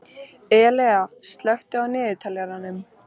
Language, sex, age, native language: Icelandic, female, 13, Icelandic